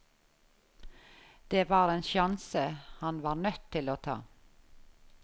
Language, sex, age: Norwegian, female, 51